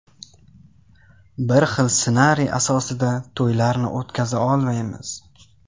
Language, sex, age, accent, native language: Uzbek, male, 18-24, Qashqadaryo, Tajik